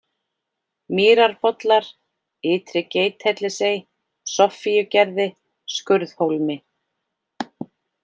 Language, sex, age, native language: Icelandic, female, 40-49, Icelandic